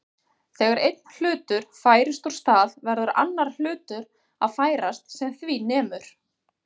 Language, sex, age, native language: Icelandic, female, 40-49, Icelandic